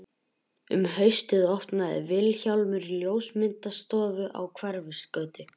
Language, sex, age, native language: Icelandic, male, 11, Icelandic